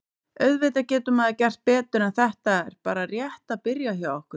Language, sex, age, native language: Icelandic, female, 30-39, Icelandic